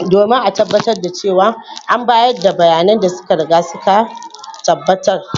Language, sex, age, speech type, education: Hausa, female, 15-29, spontaneous, tertiary